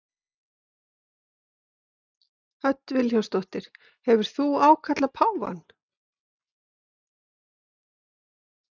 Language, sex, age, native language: Icelandic, female, 50-59, Icelandic